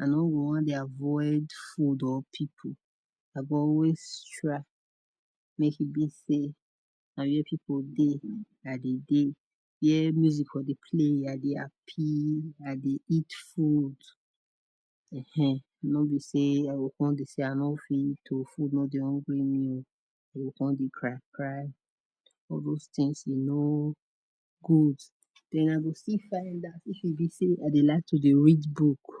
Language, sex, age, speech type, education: Nigerian Pidgin, female, 30-45, spontaneous, tertiary